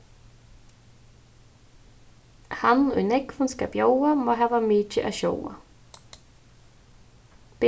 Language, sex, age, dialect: Faroese, female, 15-35, Suðurstreymoy